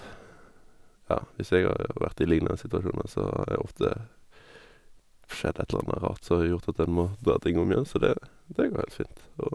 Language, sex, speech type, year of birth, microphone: Norwegian, male, spontaneous, 1991, Sennheiser